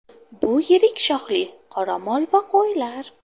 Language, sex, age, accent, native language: Uzbek, female, 18-24, Farg'ona, Uzbek